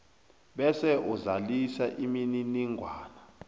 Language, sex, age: South Ndebele, male, 29